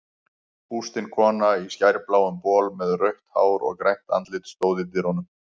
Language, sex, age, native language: Icelandic, male, 50-59, Icelandic